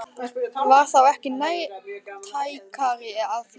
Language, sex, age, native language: Icelandic, male, 12, Icelandic